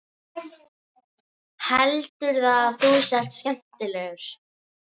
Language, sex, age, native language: Icelandic, male, 30-39, Icelandic